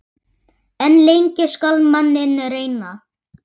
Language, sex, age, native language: Icelandic, male, 8, Icelandic